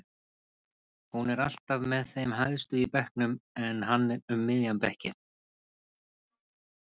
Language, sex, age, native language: Icelandic, male, 30-39, Icelandic